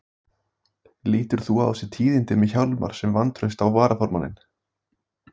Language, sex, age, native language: Icelandic, male, 18-19, Icelandic